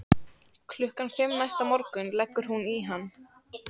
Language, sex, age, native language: Icelandic, female, 14, Icelandic